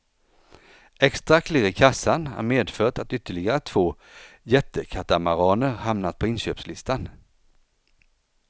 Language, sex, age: Swedish, male, 49